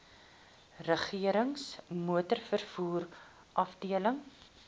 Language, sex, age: Afrikaans, female, 21